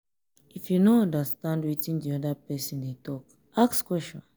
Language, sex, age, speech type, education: Nigerian Pidgin, female, 15-29, spontaneous, tertiary